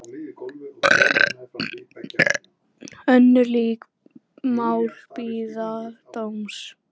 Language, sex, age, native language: Icelandic, male, 10, Icelandic